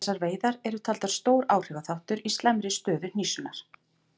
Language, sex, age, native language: Icelandic, female, 40-49, Icelandic